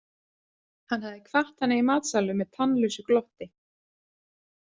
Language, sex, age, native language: Icelandic, female, 30-39, Icelandic